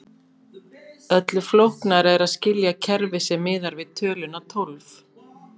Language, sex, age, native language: Icelandic, female, 50-59, Icelandic